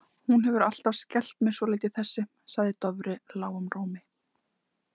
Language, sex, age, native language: Icelandic, female, 20-29, Icelandic